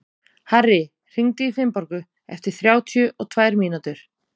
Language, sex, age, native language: Icelandic, female, 30-39, Icelandic